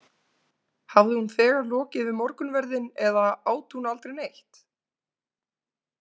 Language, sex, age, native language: Icelandic, female, 20-29, Icelandic